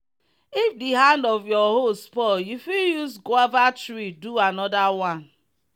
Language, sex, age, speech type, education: Nigerian Pidgin, female, 30-45, spontaneous, tertiary